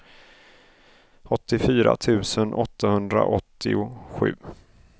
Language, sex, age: Swedish, male, 31